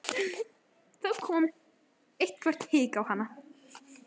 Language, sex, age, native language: Icelandic, female, 13, Icelandic